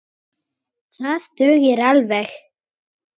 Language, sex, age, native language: Icelandic, male, 8, Icelandic